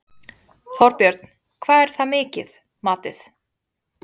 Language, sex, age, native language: Icelandic, female, 20-29, Icelandic